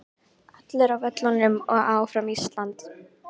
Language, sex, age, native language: Icelandic, female, 18-19, Icelandic